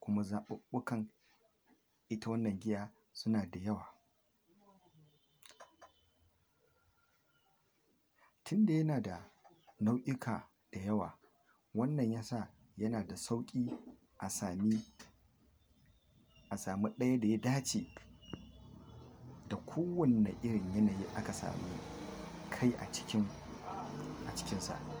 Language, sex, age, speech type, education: Hausa, male, 46-60, spontaneous, tertiary